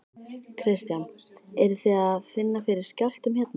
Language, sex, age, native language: Icelandic, female, 13, Icelandic